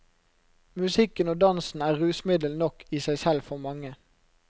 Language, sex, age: Norwegian, male, 29